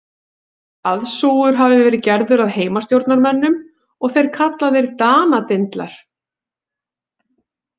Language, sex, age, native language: Icelandic, female, 40-49, Icelandic